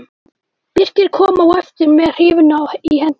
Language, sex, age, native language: Icelandic, male, 12, Icelandic